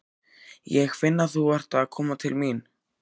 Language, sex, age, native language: Icelandic, male, 14, Icelandic